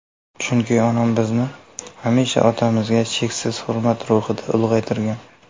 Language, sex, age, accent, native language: Uzbek, male, 19-29, Qashqadaryo, Uzbek